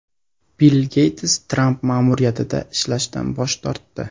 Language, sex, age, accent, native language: Uzbek, male, 18-24, Toshkent viloyati, Uzbek